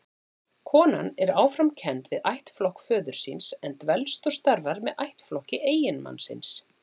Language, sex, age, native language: Icelandic, female, 40-49, Icelandic